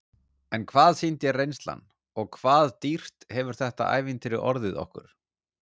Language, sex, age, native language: Icelandic, male, 40-49, Icelandic